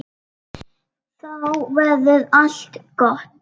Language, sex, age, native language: Icelandic, female, 7, Icelandic